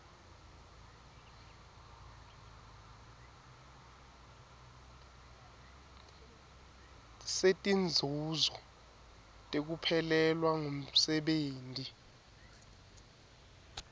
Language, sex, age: Swati, male, 23